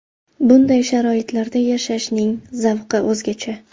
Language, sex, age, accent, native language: Uzbek, female, 25-34, Farg'ona, Uzbek